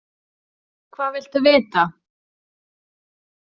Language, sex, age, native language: Icelandic, female, 20-29, Icelandic